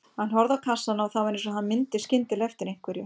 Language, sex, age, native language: Icelandic, female, 50-59, Icelandic